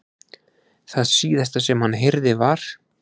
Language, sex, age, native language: Icelandic, male, 20-29, Icelandic